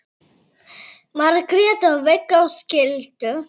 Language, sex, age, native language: Icelandic, female, 9, Icelandic